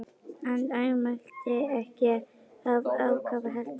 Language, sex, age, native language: Icelandic, female, 11, Icelandic